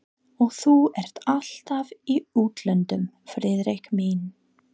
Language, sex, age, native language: Icelandic, female, 30-39, English